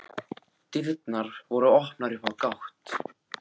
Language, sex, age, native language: Icelandic, male, 14, Icelandic